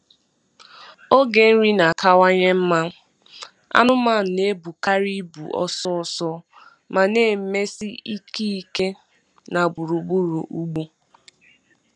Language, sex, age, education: Igbo, female, 15-29, tertiary